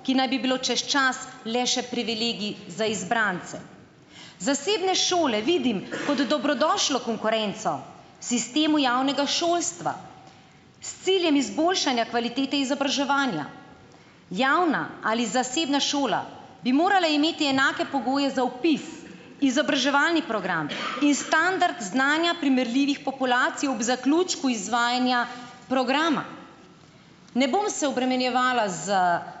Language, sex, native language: Slovenian, female, Slovenian